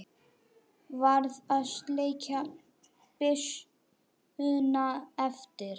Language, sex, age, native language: Icelandic, male, 6, Icelandic